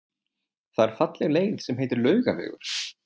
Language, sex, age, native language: Icelandic, male, 20-29, Icelandic